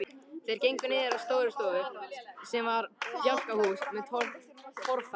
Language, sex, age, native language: Icelandic, male, 13, Icelandic